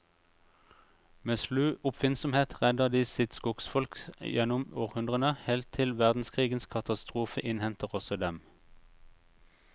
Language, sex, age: Norwegian, male, 36